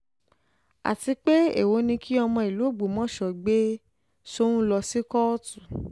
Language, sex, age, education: Yoruba, female, 15-29, tertiary